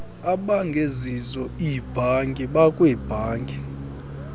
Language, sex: Xhosa, male